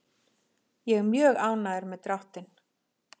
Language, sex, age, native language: Icelandic, female, 40-49, Icelandic